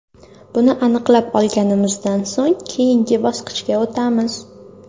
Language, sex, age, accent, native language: Uzbek, female, under 19, Toshkent shahri, Uzbek